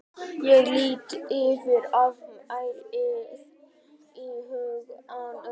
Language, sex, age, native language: Icelandic, male, 12, Icelandic